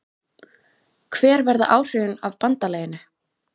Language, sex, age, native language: Icelandic, female, 20-29, Icelandic